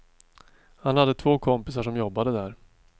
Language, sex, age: Swedish, male, 42